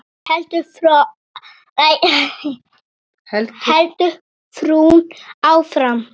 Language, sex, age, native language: Icelandic, male, 8, Icelandic